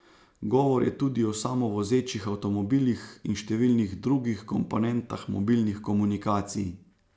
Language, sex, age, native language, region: Slovenian, male, 30-49, Slovenian, Savinja region